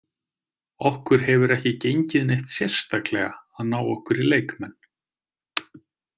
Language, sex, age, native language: Icelandic, male, 30-39, Icelandic